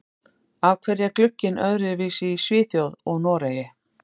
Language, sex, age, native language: Icelandic, female, 50-59, Icelandic